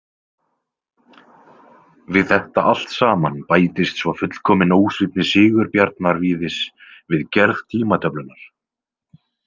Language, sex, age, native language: Icelandic, male, 20-29, Icelandic